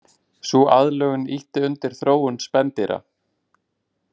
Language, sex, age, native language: Icelandic, male, 20-29, Icelandic